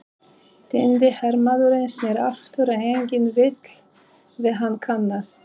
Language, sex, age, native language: Icelandic, female, 30-39, Polish